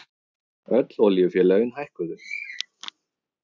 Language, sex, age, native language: Icelandic, male, 30-39, Icelandic